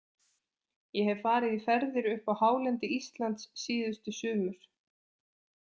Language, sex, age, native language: Icelandic, female, 20-29, Icelandic